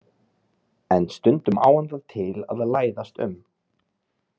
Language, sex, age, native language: Icelandic, male, 30-39, Icelandic